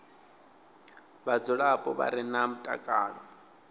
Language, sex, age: Venda, male, 20